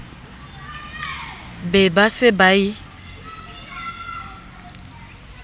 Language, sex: Southern Sotho, female